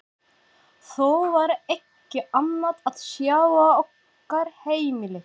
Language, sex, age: Icelandic, female, 40-49